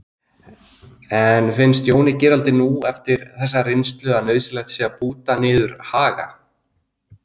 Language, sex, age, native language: Icelandic, male, 30-39, Icelandic